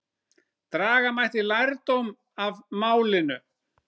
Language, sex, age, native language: Icelandic, female, 9, Icelandic